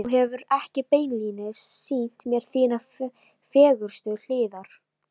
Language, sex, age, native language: Icelandic, female, 13, Icelandic